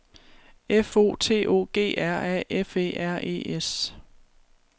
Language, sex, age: Danish, female, 36